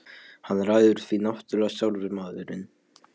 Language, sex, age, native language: Icelandic, male, 12, Polish